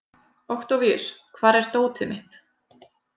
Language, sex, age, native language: Icelandic, female, 30-39, Icelandic